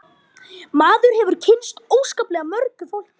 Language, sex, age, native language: Icelandic, female, 50-59, Icelandic